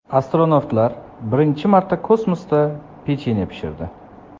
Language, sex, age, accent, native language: Uzbek, male, 25-34, Samarqand, Uzbek